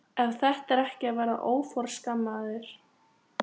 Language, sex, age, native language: Icelandic, female, 13, Icelandic